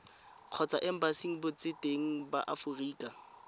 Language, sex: Tswana, female